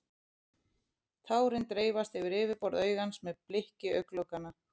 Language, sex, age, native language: Icelandic, female, 30-39, Icelandic